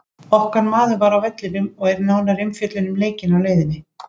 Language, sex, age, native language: Icelandic, female, 50-59, Icelandic